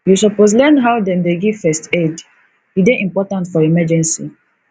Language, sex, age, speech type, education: Nigerian Pidgin, female, 15-29, spontaneous, tertiary